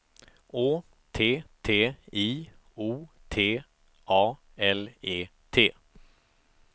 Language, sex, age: Swedish, male, 45